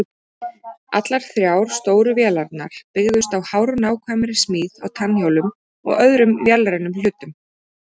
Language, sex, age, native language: Icelandic, female, 30-39, Icelandic